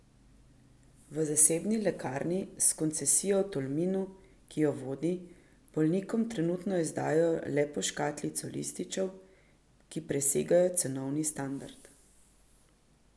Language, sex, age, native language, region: Slovenian, female, 50-59, Slovenian, Central Slovenia